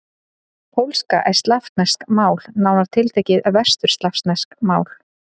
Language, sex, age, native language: Icelandic, female, 30-39, Icelandic